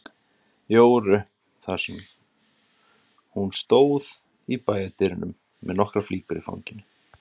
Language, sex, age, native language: Icelandic, male, 30-39, Icelandic